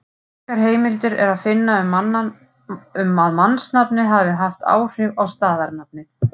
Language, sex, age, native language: Icelandic, female, 40-49, Icelandic